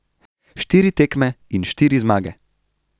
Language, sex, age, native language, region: Slovenian, male, 18-29, Slovenian, Central Slovenia